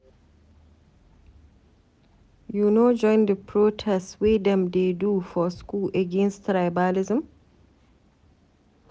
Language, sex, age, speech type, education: Nigerian Pidgin, female, 30-45, read, tertiary